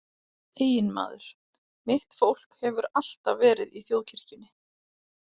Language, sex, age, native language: Icelandic, female, 40-49, Icelandic